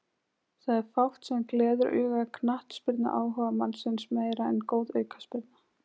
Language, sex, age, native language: Icelandic, female, 20-29, Icelandic